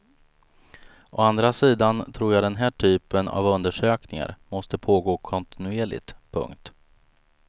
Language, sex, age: Swedish, male, 35